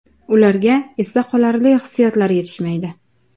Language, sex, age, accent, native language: Uzbek, female, 19-29, Farg'ona, Uzbek